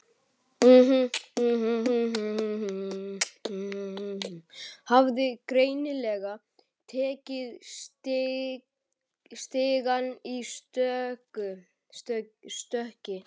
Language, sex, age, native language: Icelandic, male, 11, Icelandic